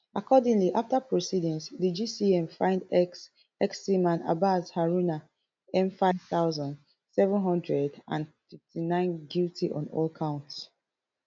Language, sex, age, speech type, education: Nigerian Pidgin, female, 15-29, spontaneous, tertiary